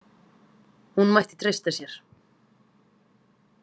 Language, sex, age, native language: Icelandic, female, 30-39, Icelandic